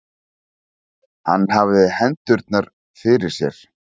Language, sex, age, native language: Icelandic, male, 40-49, Icelandic